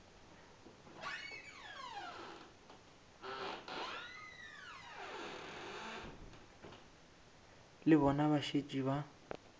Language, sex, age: Northern Sotho, male, 18